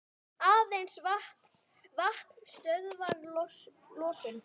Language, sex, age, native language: Icelandic, female, 10, Icelandic